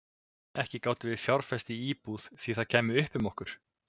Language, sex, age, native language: Icelandic, male, 20-29, Icelandic